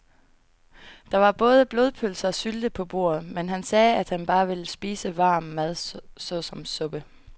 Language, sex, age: Danish, female, 22